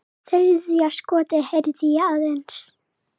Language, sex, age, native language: Icelandic, female, 7, Serbo-Croatian